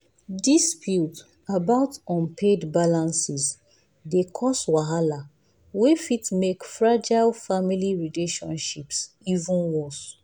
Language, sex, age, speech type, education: Nigerian Pidgin, female, 15-29, spontaneous, tertiary